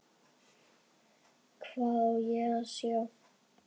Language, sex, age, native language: Icelandic, male, 7, Icelandic